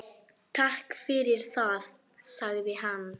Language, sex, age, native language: Icelandic, female, 10, Polish